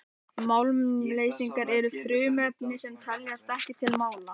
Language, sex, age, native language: Icelandic, male, 18-19, Icelandic